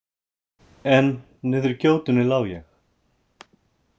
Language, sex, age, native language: Icelandic, male, 30-39, Icelandic